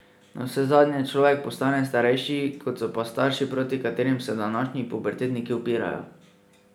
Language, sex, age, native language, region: Slovenian, male, 18-29, Slovenian, Drava region